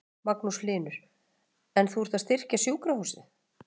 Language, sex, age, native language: Icelandic, female, 40-49, Icelandic